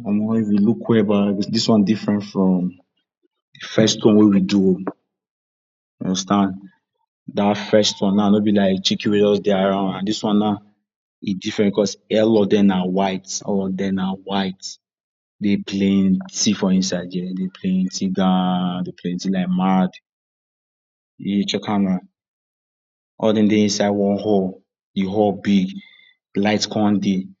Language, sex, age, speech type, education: Nigerian Pidgin, male, 46-60, spontaneous, tertiary